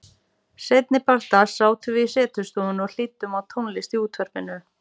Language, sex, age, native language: Icelandic, female, 40-49, Icelandic